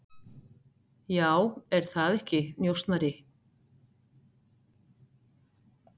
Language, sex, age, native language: Icelandic, female, 60-69, Icelandic